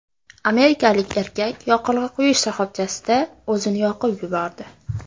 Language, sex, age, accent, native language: Uzbek, female, under 19, Farg'ona, Uzbek